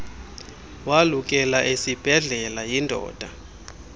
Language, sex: Xhosa, male